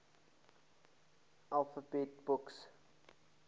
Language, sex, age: English, male, 24